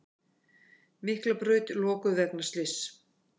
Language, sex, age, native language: Icelandic, female, 50-59, Icelandic